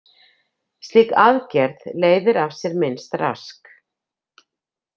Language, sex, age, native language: Icelandic, female, 50-59, Icelandic